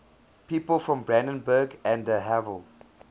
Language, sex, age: English, male, 24